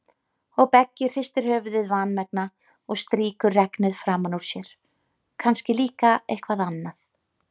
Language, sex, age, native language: Icelandic, female, 30-39, Icelandic